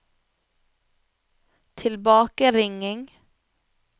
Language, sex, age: Norwegian, female, 25